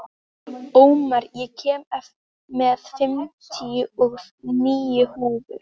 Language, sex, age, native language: Icelandic, female, 13, Icelandic